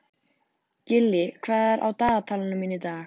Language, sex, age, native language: Icelandic, female, 14, Icelandic